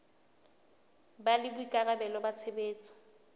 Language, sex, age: Southern Sotho, female, 20